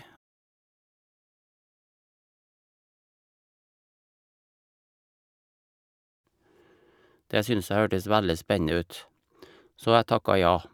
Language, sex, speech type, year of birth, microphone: Norwegian, male, spontaneous, 1956, Shure